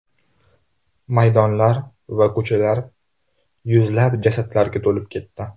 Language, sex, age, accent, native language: Uzbek, male, 18-24, Toshkent shahri, Uzbek